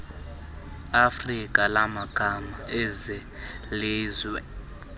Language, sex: Xhosa, male